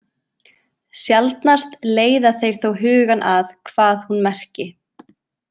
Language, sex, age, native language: Icelandic, female, 20-29, Icelandic